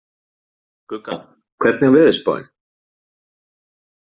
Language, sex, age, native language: Icelandic, male, 40-49, Icelandic